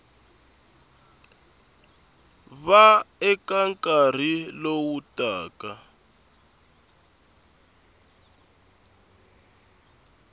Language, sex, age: Tsonga, male, 21